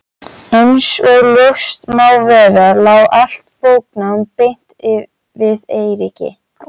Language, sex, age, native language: Icelandic, female, 13, Icelandic